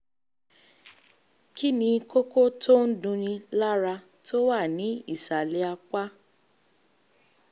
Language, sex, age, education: Yoruba, female, 15-29, tertiary